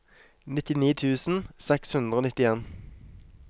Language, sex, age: Norwegian, male, 23